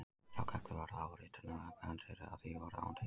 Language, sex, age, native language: Icelandic, male, 20-29, Icelandic